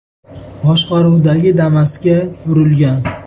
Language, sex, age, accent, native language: Uzbek, male, 19-29, Farg'ona, Uzbek